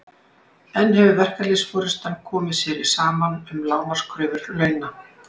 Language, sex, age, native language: Icelandic, female, 60-69, Icelandic